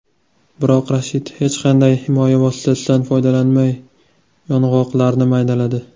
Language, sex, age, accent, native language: Uzbek, male, 19-29, Toshkent shahri, Uzbek